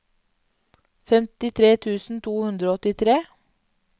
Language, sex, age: Norwegian, female, 31